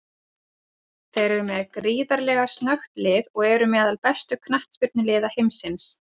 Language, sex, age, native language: Icelandic, female, 30-39, Icelandic